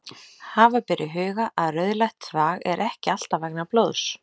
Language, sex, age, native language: Icelandic, female, 30-39, Icelandic